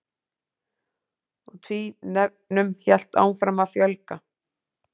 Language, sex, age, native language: Icelandic, female, 40-49, Icelandic